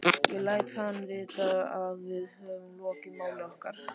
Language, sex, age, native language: Icelandic, male, 13, Icelandic